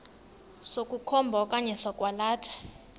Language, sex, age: Xhosa, male, 19